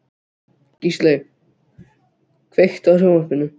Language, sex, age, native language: Icelandic, other, 12, Icelandic